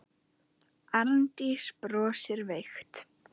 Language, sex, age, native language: Icelandic, male, 9, Icelandic